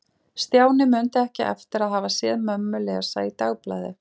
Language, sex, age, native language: Icelandic, female, 40-49, Icelandic